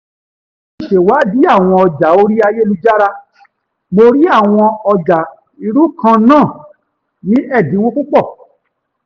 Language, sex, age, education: Yoruba, male, 15-29, tertiary